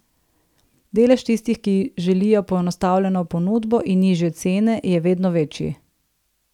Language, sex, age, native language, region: Slovenian, female, 30-49, Slovenian, Southeast Slovenia